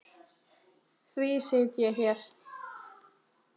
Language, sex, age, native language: Icelandic, female, 20-29, Icelandic